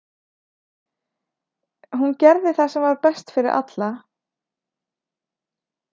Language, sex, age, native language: Icelandic, female, 30-39, Icelandic